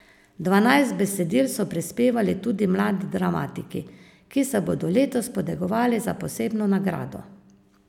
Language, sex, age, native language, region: Slovenian, female, 50-59, Slovenian, Savinja region